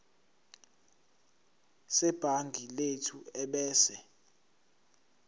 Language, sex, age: Zulu, male, 17